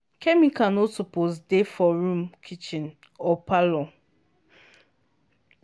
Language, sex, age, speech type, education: Nigerian Pidgin, female, 15-29, spontaneous, tertiary